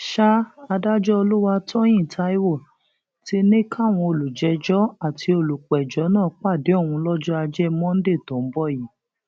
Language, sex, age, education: Yoruba, female, 46-60, tertiary